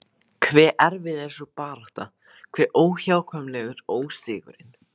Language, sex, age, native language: Icelandic, male, 15, Icelandic